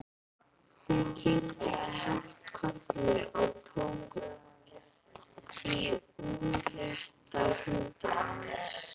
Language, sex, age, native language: Icelandic, female, 12, Icelandic